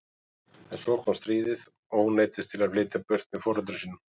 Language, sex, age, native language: Icelandic, male, 40-49, Icelandic